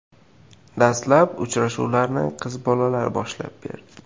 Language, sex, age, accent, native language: Uzbek, male, 18-24, Qashqadaryo, Uzbek